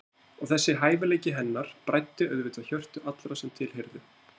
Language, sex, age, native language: Icelandic, male, 30-39, Icelandic